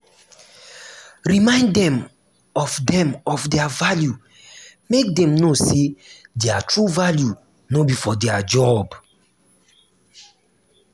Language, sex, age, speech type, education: Nigerian Pidgin, male, 15-29, spontaneous, tertiary